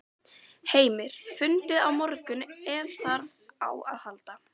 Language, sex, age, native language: Icelandic, female, 12, Icelandic